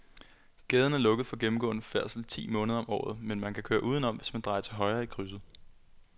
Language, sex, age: Danish, male, 21